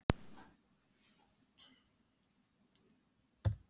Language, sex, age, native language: Icelandic, female, 8, Icelandic